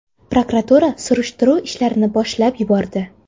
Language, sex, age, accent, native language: Uzbek, female, 18-24, Toshkent shahri, Uzbek